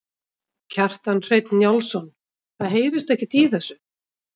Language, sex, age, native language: Icelandic, female, 50-59, Icelandic